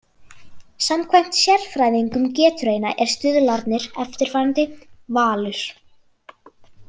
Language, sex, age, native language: Icelandic, female, 40-49, Icelandic